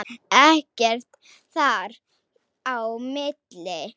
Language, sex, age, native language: Icelandic, female, 7, Slovak